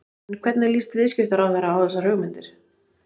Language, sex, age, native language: Icelandic, female, 30-39, Icelandic